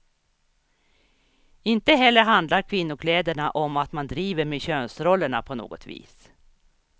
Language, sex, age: Swedish, female, 61